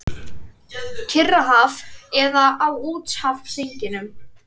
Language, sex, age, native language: Icelandic, female, 30-39, Icelandic